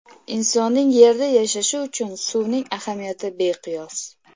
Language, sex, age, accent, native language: Uzbek, female, 25-34, Namangan, Uzbek